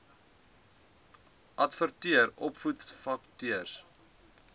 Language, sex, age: Afrikaans, male, 20